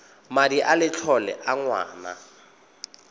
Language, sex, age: Tswana, male, 22